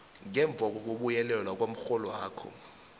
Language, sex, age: South Ndebele, male, 19